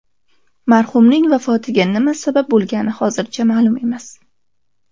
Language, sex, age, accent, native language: Uzbek, female, 19-29, Samarqand, Uzbek